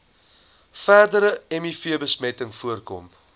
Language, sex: Afrikaans, male